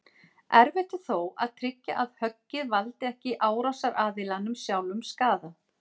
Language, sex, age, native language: Icelandic, female, 40-49, Icelandic